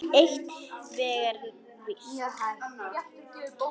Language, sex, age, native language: Icelandic, female, 10, Icelandic